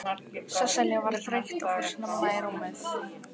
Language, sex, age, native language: Icelandic, female, 15, Icelandic